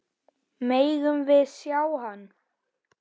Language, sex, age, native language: Icelandic, male, 9, Icelandic